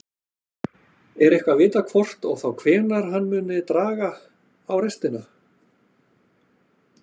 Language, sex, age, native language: Icelandic, male, 40-49, Icelandic